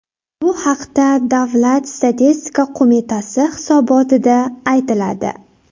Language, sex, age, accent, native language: Uzbek, female, 18-24, Samarqand, Uzbek